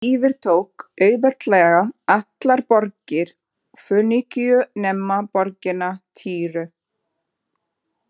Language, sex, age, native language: Icelandic, female, 40-49, Portuguese